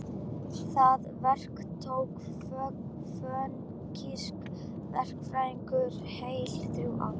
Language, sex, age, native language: Icelandic, female, 12, Icelandic